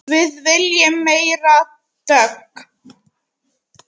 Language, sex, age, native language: Icelandic, female, 9, Icelandic